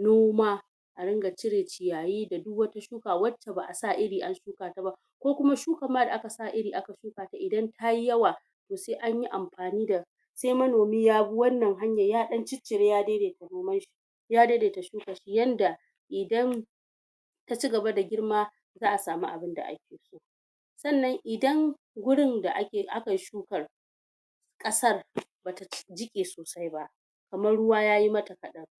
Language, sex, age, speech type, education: Hausa, female, 46-60, spontaneous, tertiary